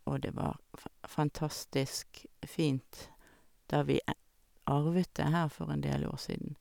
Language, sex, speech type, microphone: Norwegian, female, spontaneous, Sennheiser